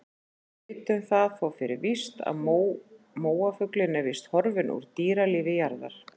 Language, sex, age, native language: Icelandic, female, 40-49, Icelandic